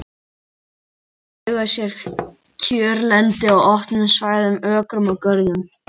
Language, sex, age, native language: Icelandic, female, 40-49, Icelandic